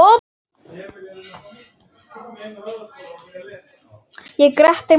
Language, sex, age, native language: Icelandic, female, 10, Icelandic